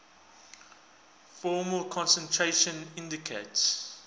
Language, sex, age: English, male, 20